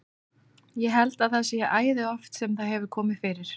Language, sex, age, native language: Icelandic, female, 30-39, Icelandic